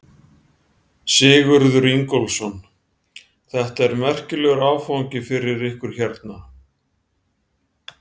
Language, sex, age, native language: Icelandic, male, 40-49, Icelandic